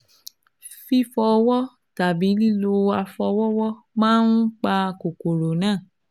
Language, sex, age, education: Yoruba, female, 15-29, tertiary